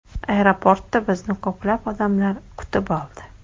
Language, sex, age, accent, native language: Uzbek, female, 25-34, Toshkent shahri, Uzbek